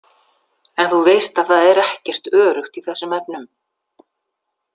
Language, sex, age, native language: Icelandic, female, 60-69, Icelandic